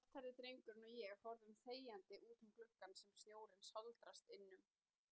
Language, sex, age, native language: Icelandic, female, 30-39, Icelandic